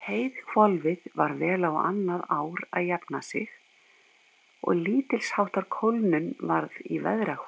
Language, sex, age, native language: Icelandic, female, 50-59, Icelandic